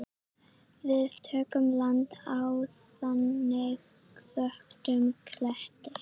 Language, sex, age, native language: Icelandic, female, 11, Icelandic